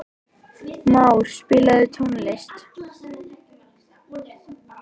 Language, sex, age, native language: Icelandic, male, 11, Icelandic